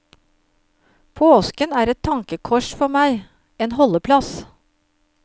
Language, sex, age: Norwegian, female, 53